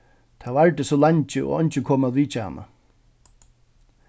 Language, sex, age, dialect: Faroese, male, 36-60, Suðurstreymoy